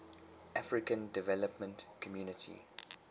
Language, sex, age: English, male, 23